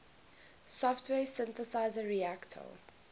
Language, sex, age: English, female, 21